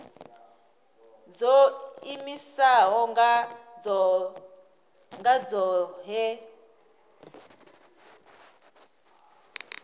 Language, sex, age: Venda, female, 26